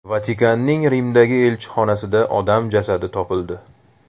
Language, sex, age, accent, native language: Uzbek, male, 18-24, Toshkent shahri, Uzbek